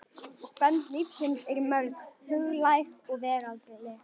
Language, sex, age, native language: Icelandic, female, 11, Icelandic